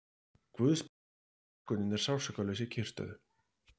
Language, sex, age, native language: Icelandic, male, 30-39, Icelandic